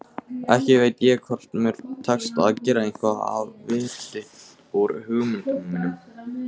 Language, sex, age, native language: Icelandic, male, 18-19, Icelandic